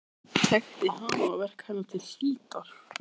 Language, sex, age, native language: Icelandic, male, 13, Icelandic